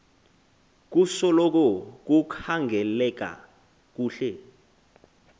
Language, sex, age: Xhosa, male, 20